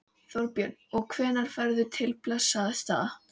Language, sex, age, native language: Icelandic, female, 18-19, Icelandic